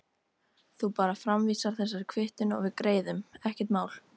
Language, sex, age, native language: Icelandic, female, 13, Icelandic